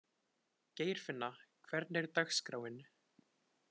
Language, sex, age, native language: Icelandic, male, 20-29, Icelandic